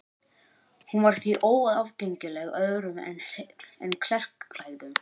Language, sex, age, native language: Icelandic, male, 18-19, Icelandic